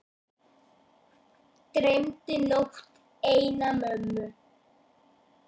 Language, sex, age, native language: Icelandic, female, 9, Icelandic